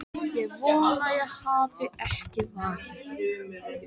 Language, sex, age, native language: Icelandic, male, 13, Icelandic